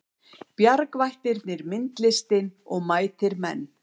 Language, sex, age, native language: Icelandic, female, 70-79, Icelandic